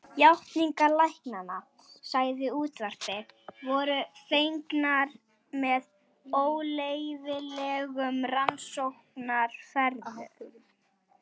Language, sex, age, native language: Icelandic, female, 12, Swedish